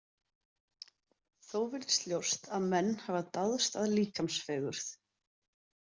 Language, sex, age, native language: Icelandic, female, 30-39, Icelandic